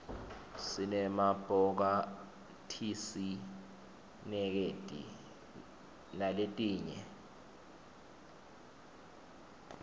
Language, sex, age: Swati, male, 21